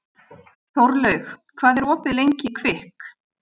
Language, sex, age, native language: Icelandic, female, 40-49, Icelandic